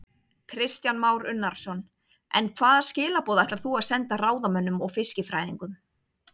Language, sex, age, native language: Icelandic, female, 30-39, Icelandic